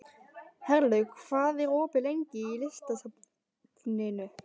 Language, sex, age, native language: Icelandic, male, 12, Icelandic